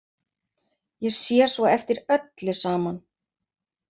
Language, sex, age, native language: Icelandic, female, 50-59, Icelandic